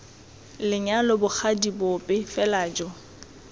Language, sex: Tswana, female